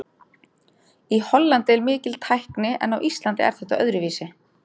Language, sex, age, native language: Icelandic, female, 30-39, Icelandic